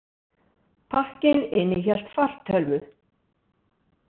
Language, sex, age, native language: Icelandic, female, 60-69, Icelandic